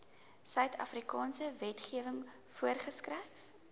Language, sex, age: Afrikaans, female, 19